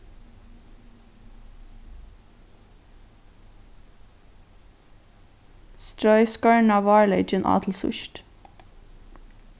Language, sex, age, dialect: Faroese, female, 15-35, Norðurstreymoy/Eysturoy